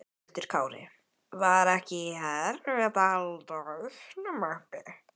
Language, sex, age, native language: Icelandic, female, 12, Icelandic